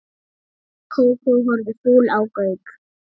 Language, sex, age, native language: Icelandic, female, 7, Icelandic